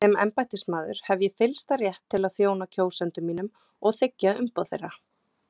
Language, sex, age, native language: Icelandic, female, 20-29, Icelandic